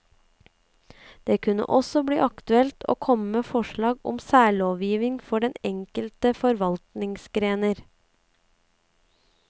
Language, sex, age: Norwegian, female, 35